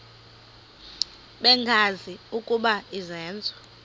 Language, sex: Xhosa, female